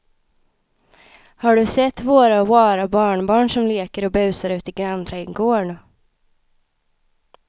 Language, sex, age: Swedish, female, 26